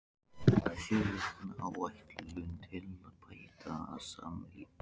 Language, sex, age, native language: Icelandic, male, 14, Icelandic